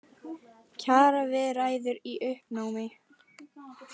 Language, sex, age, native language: Icelandic, other, 20-29, Icelandic